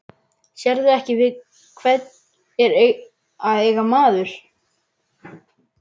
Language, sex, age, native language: Icelandic, male, 11, Icelandic